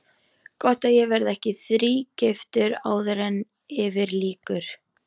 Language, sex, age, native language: Icelandic, female, 13, Icelandic